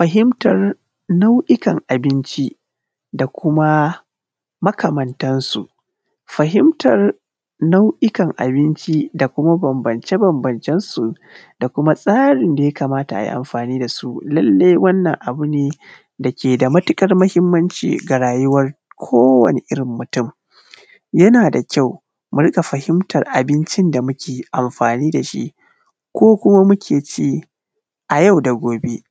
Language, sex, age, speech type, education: Hausa, male, 30-45, spontaneous, primary